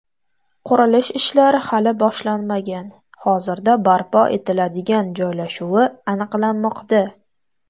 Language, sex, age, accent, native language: Uzbek, female, 18-24, Toshkent viloyati, Uzbek